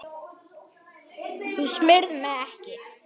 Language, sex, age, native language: Icelandic, male, 10, Icelandic